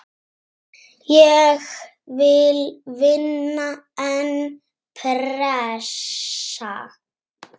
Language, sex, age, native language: Icelandic, female, 6, Icelandic